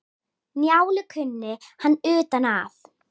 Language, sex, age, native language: Icelandic, female, 10, Icelandic